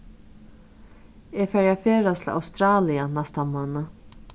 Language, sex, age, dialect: Faroese, female, 36-60, Suðurstreymoy